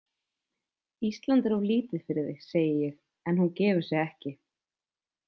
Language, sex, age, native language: Icelandic, female, 20-29, Icelandic